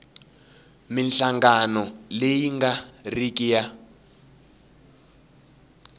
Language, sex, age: Tsonga, male, 18